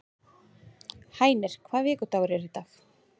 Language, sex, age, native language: Icelandic, female, 30-39, Icelandic